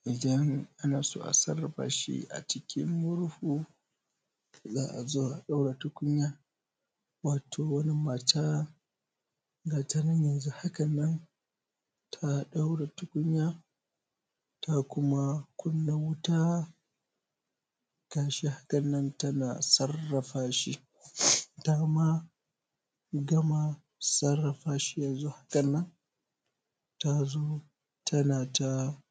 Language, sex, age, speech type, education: Hausa, male, 15-29, spontaneous, primary